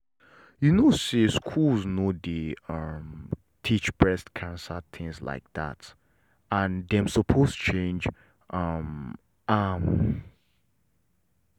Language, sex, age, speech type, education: Nigerian Pidgin, male, 15-29, spontaneous, tertiary